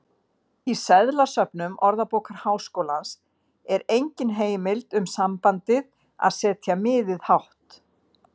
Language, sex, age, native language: Icelandic, female, 50-59, Icelandic